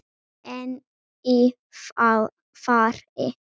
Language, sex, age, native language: Icelandic, male, 7, Icelandic